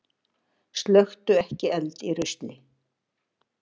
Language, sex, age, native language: Icelandic, female, 60-69, Icelandic